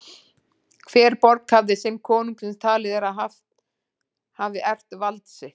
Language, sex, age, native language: Icelandic, female, 40-49, Icelandic